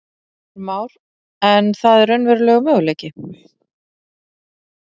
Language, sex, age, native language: Icelandic, female, 40-49, Icelandic